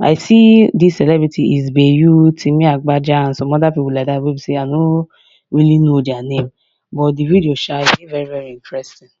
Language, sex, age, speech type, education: Nigerian Pidgin, female, 15-29, spontaneous, tertiary